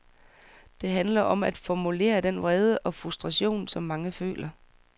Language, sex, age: Danish, female, 44